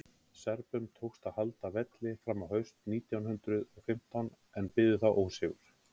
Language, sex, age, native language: Icelandic, male, 30-39, Icelandic